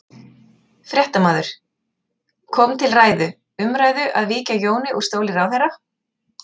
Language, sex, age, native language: Icelandic, female, 40-49, Icelandic